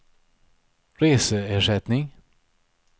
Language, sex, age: Swedish, male, 63